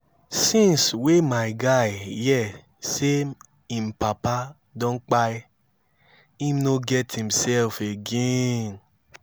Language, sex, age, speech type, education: Nigerian Pidgin, male, 15-29, spontaneous, tertiary